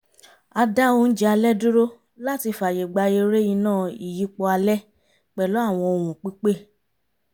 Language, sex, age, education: Yoruba, female, 30-45, tertiary